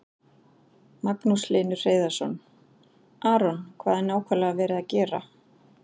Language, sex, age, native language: Icelandic, female, 40-49, Icelandic